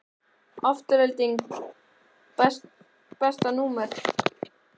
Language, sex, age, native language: Icelandic, male, 11, Icelandic